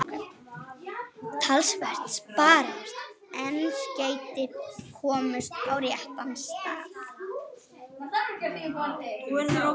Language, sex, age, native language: Icelandic, female, 40-49, Icelandic